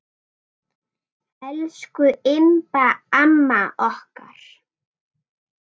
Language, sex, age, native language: Icelandic, female, 9, Icelandic